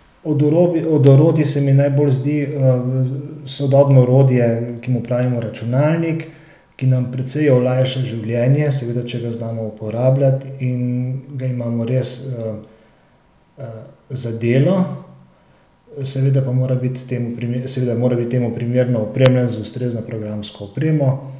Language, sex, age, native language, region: Slovenian, male, 30-49, Slovenian, Central Slovenia